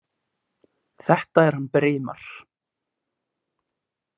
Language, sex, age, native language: Icelandic, male, 20-29, Icelandic